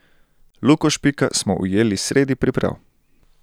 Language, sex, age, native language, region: Slovenian, male, 18-29, Slovenian, Central Slovenia